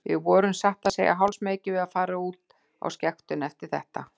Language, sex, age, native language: Icelandic, female, 60-69, Icelandic